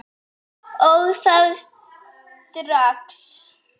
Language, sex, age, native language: Icelandic, female, 8, Icelandic